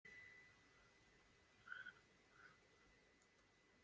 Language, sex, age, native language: Icelandic, female, 18-19, Icelandic